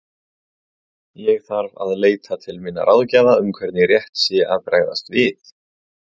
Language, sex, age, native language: Icelandic, male, 30-39, Icelandic